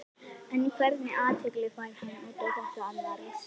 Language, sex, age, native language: Icelandic, female, 11, Icelandic